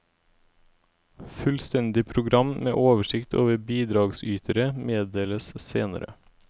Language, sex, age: Norwegian, male, 17